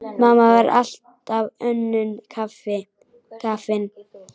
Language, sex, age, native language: Icelandic, female, 10, Icelandic